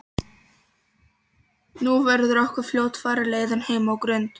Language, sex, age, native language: Icelandic, female, 13, Polish